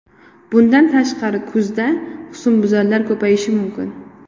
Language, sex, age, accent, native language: Uzbek, female, 18-24, Qoraqalpog'iston, Uzbek